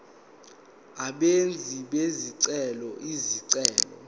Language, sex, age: Zulu, male, 19